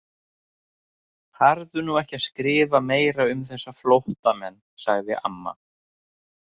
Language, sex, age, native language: Icelandic, male, 30-39, Icelandic